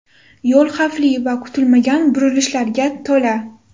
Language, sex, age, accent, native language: Uzbek, female, under 19, Toshkent shahri, Uzbek